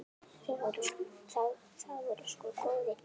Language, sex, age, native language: Icelandic, female, 9, Icelandic